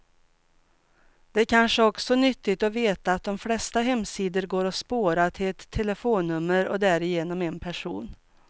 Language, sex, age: Swedish, female, 42